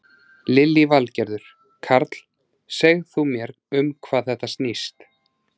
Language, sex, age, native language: Icelandic, male, 30-39, Icelandic